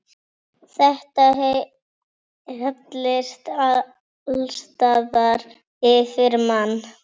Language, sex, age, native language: Icelandic, female, 50-59, Icelandic